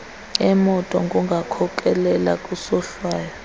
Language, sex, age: Xhosa, female, 30